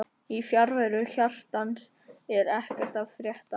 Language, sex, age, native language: Icelandic, male, 11, Icelandic